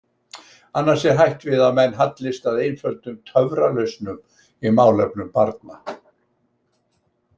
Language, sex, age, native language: Icelandic, male, 60-69, Icelandic